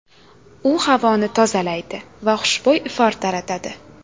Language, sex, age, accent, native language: Uzbek, female, 18-24, Toshkent shahri, Uzbek